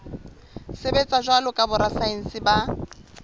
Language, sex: Southern Sotho, female